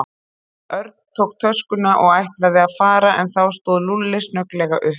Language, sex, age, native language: Icelandic, female, 30-39, Icelandic